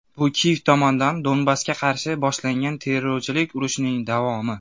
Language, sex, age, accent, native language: Uzbek, male, 19-29, Andijon, Uzbek